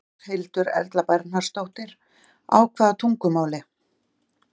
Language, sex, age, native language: Icelandic, female, 40-49, Icelandic